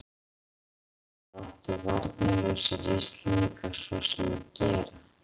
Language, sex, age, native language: Icelandic, female, 40-49, Icelandic